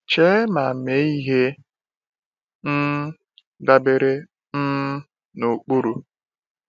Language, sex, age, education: Igbo, male, 15-29, tertiary